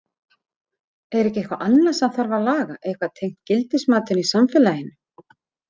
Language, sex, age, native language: Icelandic, female, 40-49, Icelandic